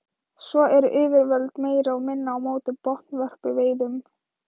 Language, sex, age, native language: Icelandic, female, 13, Thai